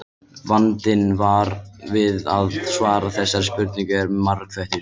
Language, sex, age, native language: Icelandic, male, 20-29, Icelandic